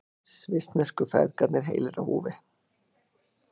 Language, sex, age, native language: Icelandic, female, 60-69, Icelandic